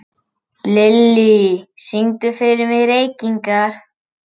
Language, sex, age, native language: Icelandic, male, 11, Icelandic